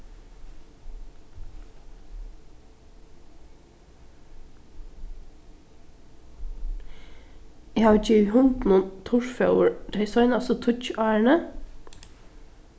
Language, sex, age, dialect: Faroese, female, 15-35, Norðuroyggjar